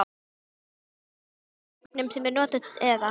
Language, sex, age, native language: Icelandic, female, 12, Icelandic